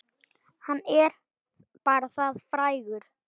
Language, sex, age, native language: Icelandic, male, 9, Icelandic